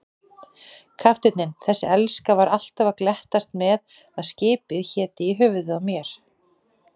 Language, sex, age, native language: Icelandic, female, 40-49, Icelandic